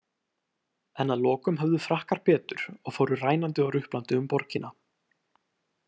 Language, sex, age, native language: Icelandic, male, 18-19, Icelandic